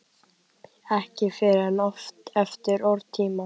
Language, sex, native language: Icelandic, male, Icelandic